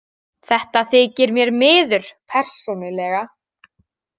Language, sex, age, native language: Icelandic, female, 18-19, Icelandic